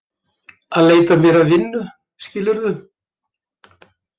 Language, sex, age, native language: Icelandic, male, 70-79, Icelandic